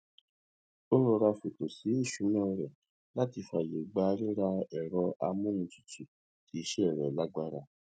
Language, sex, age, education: Yoruba, male, 30-45, tertiary